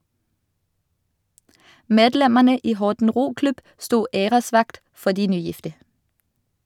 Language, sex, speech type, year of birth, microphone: Norwegian, female, read, 1985, Shure